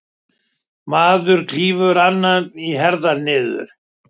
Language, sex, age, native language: Icelandic, male, 70-79, Icelandic